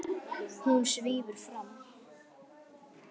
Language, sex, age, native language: Icelandic, male, 9, Icelandic